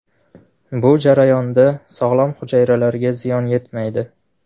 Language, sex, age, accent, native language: Uzbek, male, 18-24, Farg'ona, Uzbek